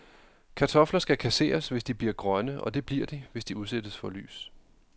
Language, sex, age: Danish, male, 31